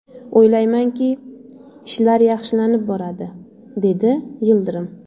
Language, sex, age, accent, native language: Uzbek, female, 25-34, Andijon, Uzbek